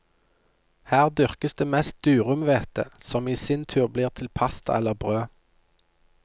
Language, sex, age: Norwegian, male, 29